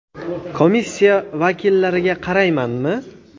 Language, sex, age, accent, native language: Uzbek, male, 19-29, Toshkent viloyati, Uzbek